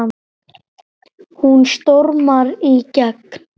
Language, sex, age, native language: Icelandic, male, 9, Icelandic